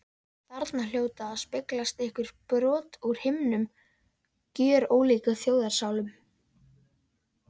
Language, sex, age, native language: Icelandic, female, 14, Icelandic